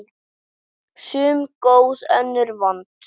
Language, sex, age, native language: Icelandic, female, 10, Icelandic